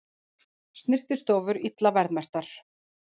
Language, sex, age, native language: Icelandic, female, 40-49, Icelandic